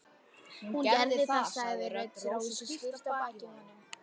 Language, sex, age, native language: Icelandic, female, 12, Icelandic